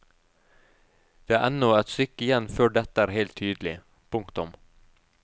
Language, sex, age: Norwegian, male, 32